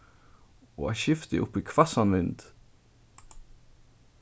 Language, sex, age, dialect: Faroese, male, 15-35, Suðurstreymoy